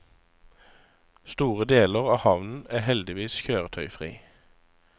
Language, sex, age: Norwegian, male, 35